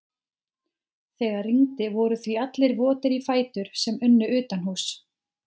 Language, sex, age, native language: Icelandic, female, 30-39, Icelandic